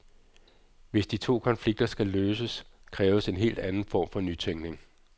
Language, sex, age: Danish, male, 46